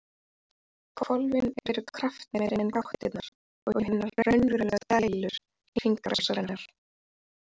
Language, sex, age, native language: Icelandic, female, 30-39, Icelandic